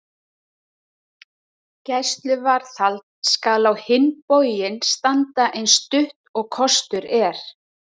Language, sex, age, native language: Icelandic, female, 30-39, Icelandic